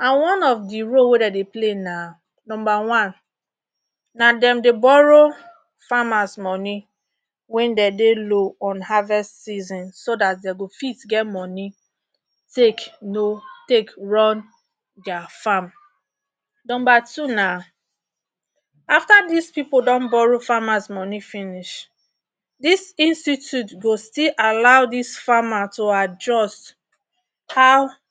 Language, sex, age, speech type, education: Nigerian Pidgin, female, 30-45, spontaneous, tertiary